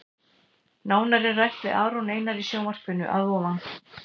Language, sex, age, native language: Icelandic, female, 60-69, Icelandic